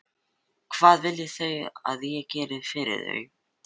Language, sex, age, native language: Icelandic, male, 12, Filipino